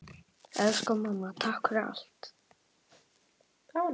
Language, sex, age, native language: Icelandic, female, 8, Icelandic